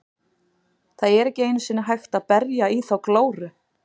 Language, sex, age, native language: Icelandic, female, 40-49, Icelandic